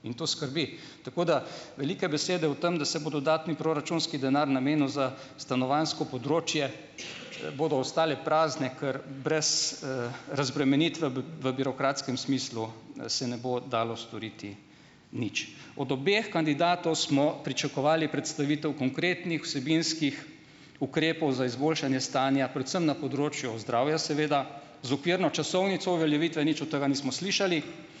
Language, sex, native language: Slovenian, male, Slovenian